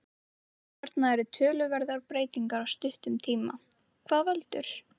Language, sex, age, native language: Icelandic, female, 18-19, Icelandic